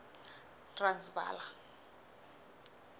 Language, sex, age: Southern Sotho, female, 23